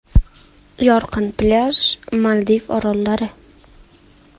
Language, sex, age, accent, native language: Uzbek, female, 19-29, Farg'ona, Uzbek